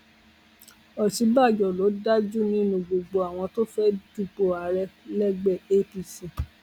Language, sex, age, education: Yoruba, female, 46-60, tertiary